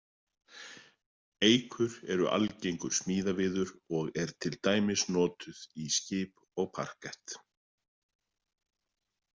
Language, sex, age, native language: Icelandic, male, 40-49, Icelandic